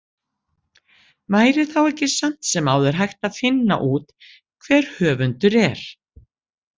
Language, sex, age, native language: Icelandic, female, 60-69, Icelandic